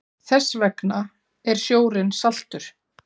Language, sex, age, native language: Icelandic, female, 40-49, Icelandic